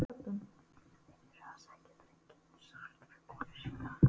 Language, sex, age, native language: Icelandic, female, 12, Polish